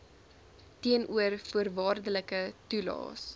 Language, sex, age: Afrikaans, female, 20